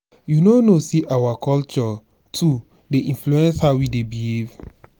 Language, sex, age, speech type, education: Nigerian Pidgin, male, 15-29, spontaneous, tertiary